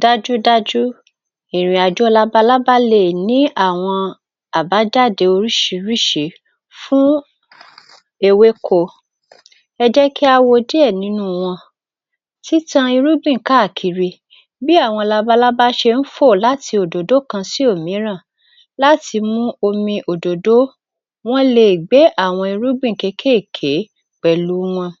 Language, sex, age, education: Yoruba, female, 46-60, tertiary